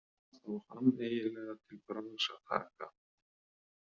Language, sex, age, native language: Icelandic, male, 30-39, Icelandic